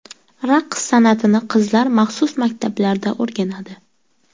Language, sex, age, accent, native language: Uzbek, female, 18-24, Sirdaryo, Uzbek